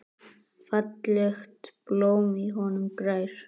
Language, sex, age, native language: Icelandic, male, 10, Icelandic